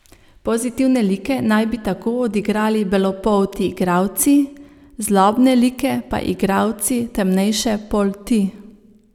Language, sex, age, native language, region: Slovenian, female, 30-49, Slovenian, Savinja region